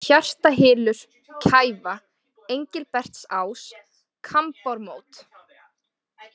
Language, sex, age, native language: Icelandic, female, 20-29, Icelandic